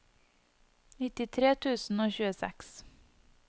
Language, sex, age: Norwegian, female, 25